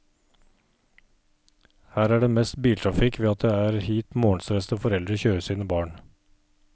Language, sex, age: Norwegian, male, 39